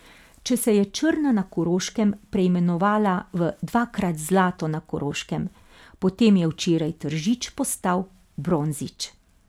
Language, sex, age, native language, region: Slovenian, female, 50-59, Slovenian, Carinthia region